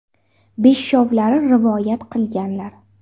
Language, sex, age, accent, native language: Uzbek, female, 18-24, Navoiy, Uzbek